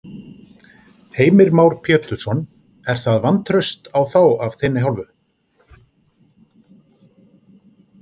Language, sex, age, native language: Icelandic, male, 40-49, Icelandic